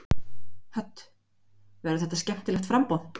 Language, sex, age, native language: Icelandic, female, 20-29, Icelandic